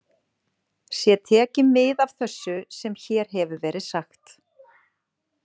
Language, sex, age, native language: Icelandic, female, 40-49, Icelandic